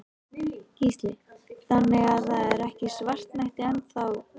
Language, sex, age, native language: Icelandic, female, 13, Icelandic